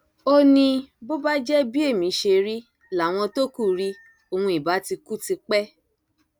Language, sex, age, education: Yoruba, female, 30-45, tertiary